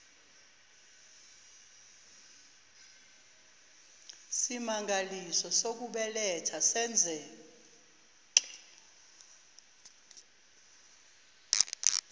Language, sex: Zulu, female